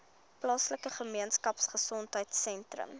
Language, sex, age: Afrikaans, female, 21